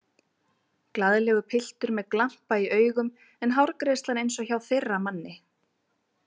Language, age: Icelandic, 20-29